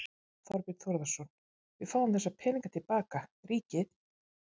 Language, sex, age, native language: Icelandic, female, 50-59, Icelandic